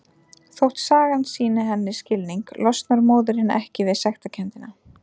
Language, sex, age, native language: Icelandic, female, 30-39, Icelandic